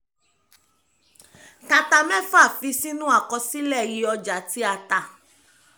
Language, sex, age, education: Yoruba, female, 15-29, tertiary